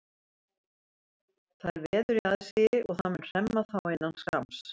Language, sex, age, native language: Icelandic, female, 70-79, Icelandic